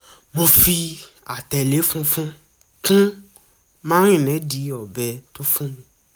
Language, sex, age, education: Yoruba, male, 15-29, tertiary